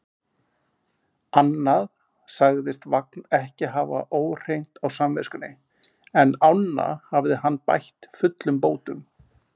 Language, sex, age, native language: Icelandic, male, 40-49, Icelandic